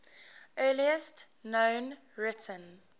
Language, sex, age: English, female, 18